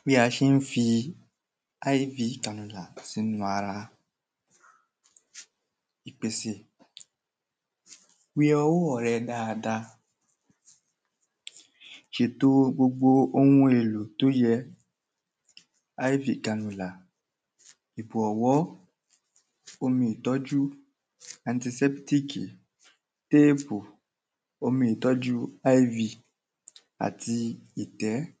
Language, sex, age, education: Yoruba, male, 15-29, primary